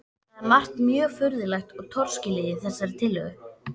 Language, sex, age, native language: Icelandic, female, 12, Icelandic